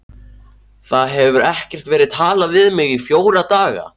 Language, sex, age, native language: Icelandic, male, 14, Icelandic